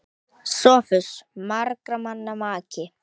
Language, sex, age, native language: Icelandic, male, 10, Icelandic